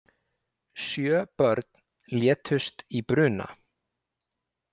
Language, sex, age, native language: Icelandic, male, 20-29, Icelandic